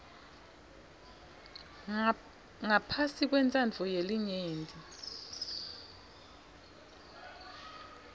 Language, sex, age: Swati, female, 26